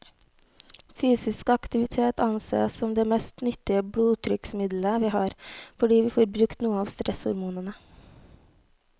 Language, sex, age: Norwegian, female, 18